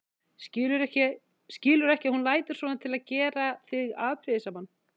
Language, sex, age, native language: Icelandic, female, 50-59, Icelandic